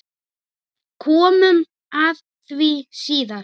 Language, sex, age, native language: Icelandic, male, 9, Icelandic